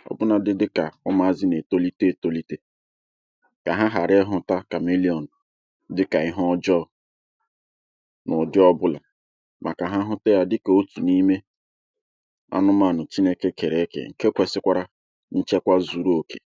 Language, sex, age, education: Igbo, male, 30-45, tertiary